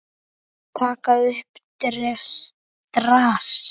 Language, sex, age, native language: Icelandic, male, 10, Icelandic